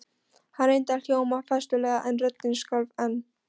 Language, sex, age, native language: Icelandic, female, 13, Polish